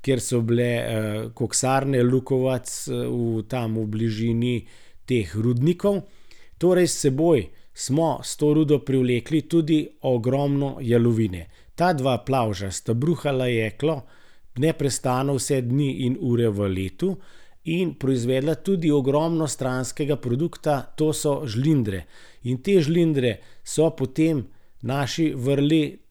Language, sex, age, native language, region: Slovenian, male, 60+, Slovenian, Gorenjska region